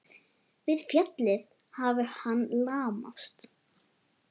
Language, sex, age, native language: Icelandic, female, 9, Icelandic